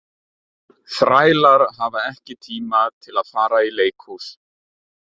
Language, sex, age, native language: Icelandic, male, 30-39, Icelandic